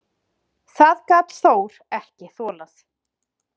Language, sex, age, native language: Icelandic, female, 30-39, Icelandic